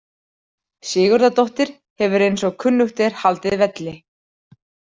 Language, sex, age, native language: Icelandic, female, 40-49, Icelandic